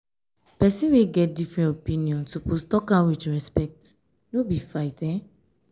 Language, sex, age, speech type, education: Nigerian Pidgin, female, 15-29, spontaneous, tertiary